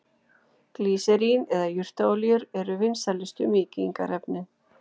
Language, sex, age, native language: Icelandic, female, 40-49, Icelandic